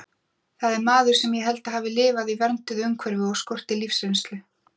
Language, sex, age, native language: Icelandic, female, 40-49, Icelandic